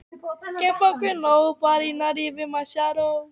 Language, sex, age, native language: Icelandic, female, 18-19, Icelandic